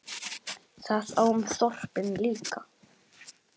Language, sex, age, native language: Icelandic, female, 8, Icelandic